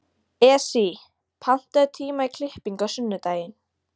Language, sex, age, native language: Icelandic, female, 60-69, Icelandic